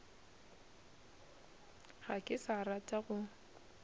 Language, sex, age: Northern Sotho, female, 26